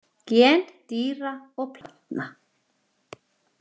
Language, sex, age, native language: Icelandic, female, 40-49, Icelandic